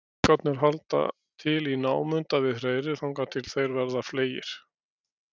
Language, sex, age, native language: Icelandic, male, 60-69, Icelandic